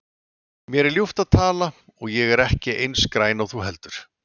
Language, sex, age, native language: Icelandic, male, 40-49, Icelandic